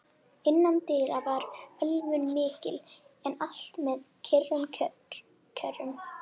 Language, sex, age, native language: Icelandic, female, 11, Icelandic